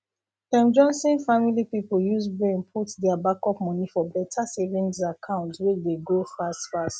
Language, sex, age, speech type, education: Nigerian Pidgin, female, 15-29, spontaneous, tertiary